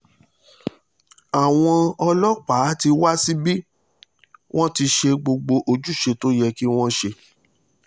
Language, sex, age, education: Yoruba, male, 30-45, tertiary